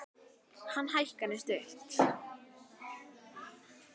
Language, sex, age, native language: Icelandic, female, 10, Icelandic